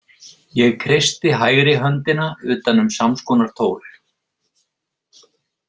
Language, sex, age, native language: Icelandic, male, 50-59, Icelandic